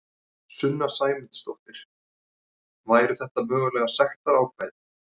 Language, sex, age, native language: Icelandic, male, 30-39, Icelandic